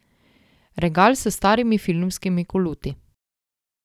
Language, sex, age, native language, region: Slovenian, female, 18-29, Slovenian, Drava region